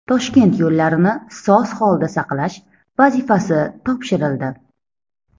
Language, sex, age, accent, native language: Uzbek, female, 30-39, Toshkent shahri, Uzbek